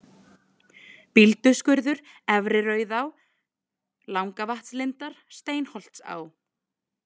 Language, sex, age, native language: Icelandic, female, 20-29, Icelandic